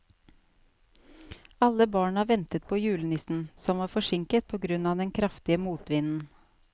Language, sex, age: Norwegian, female, 37